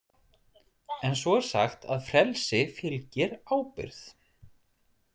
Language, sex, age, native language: Icelandic, male, 40-49, Icelandic